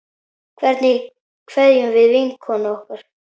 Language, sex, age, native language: Icelandic, male, 10, Icelandic